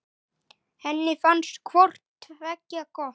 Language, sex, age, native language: Icelandic, male, 9, Icelandic